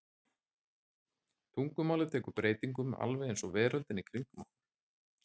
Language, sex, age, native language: Icelandic, male, 30-39, Icelandic